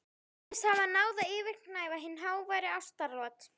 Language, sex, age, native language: Icelandic, female, 11, Icelandic